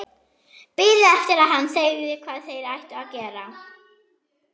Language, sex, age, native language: Icelandic, male, 11, Icelandic